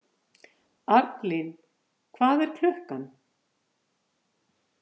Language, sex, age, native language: Icelandic, female, 50-59, Icelandic